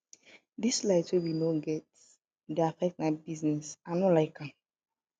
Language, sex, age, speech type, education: Nigerian Pidgin, female, 15-29, spontaneous, tertiary